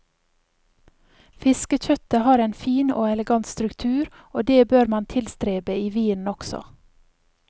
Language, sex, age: Norwegian, female, 28